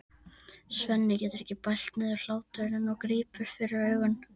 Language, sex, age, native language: Icelandic, female, 13, Icelandic